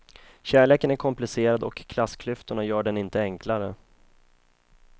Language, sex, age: Swedish, male, 31